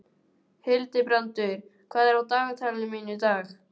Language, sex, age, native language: Icelandic, male, 12, Icelandic